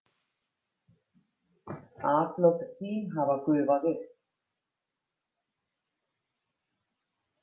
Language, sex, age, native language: Icelandic, female, 50-59, Icelandic